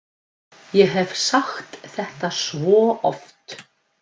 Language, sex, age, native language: Icelandic, female, 50-59, Icelandic